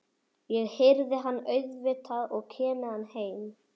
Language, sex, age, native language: Icelandic, male, 11, Icelandic